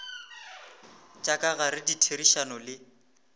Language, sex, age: Northern Sotho, male, 18